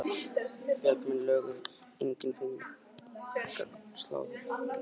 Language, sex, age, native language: Icelandic, male, 18-19, Icelandic